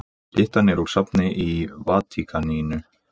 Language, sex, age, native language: Icelandic, male, 20-29, Icelandic